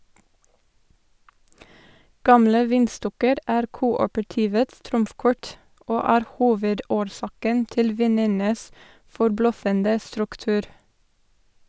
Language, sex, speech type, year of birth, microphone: Norwegian, female, read, 1987, Sennheiser